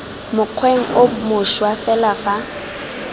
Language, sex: Tswana, female